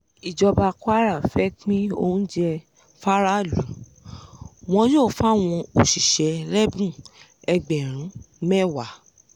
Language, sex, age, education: Yoruba, female, 15-29, tertiary